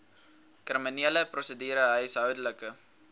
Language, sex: Afrikaans, male